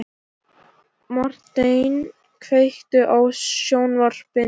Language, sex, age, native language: Icelandic, male, 11, Icelandic